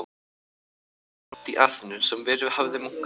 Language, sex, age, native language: Icelandic, other, 18-19, Icelandic